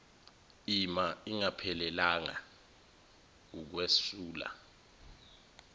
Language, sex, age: Zulu, male, 21